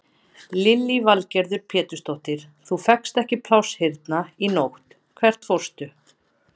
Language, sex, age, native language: Icelandic, female, 30-39, Icelandic